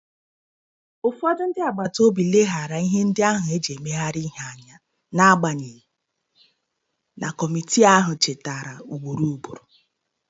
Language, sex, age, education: Igbo, female, 30-45, tertiary